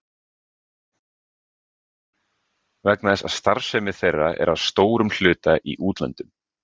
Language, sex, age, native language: Icelandic, male, 20-29, Icelandic